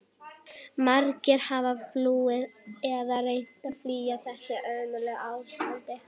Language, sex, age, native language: Icelandic, female, 18-19, Icelandic